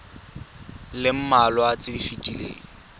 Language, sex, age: Tswana, male, 23